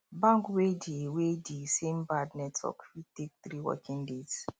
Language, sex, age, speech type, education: Nigerian Pidgin, male, 30-45, spontaneous, tertiary